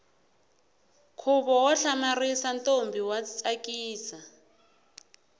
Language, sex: Tsonga, female